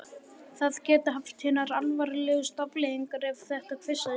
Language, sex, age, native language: Icelandic, male, 11, Icelandic